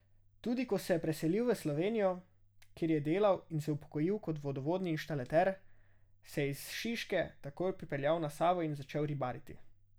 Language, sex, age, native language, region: Slovenian, male, 18-29, Slovenian, Drava region